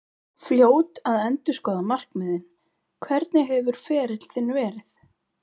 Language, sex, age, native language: Icelandic, female, 40-49, Icelandic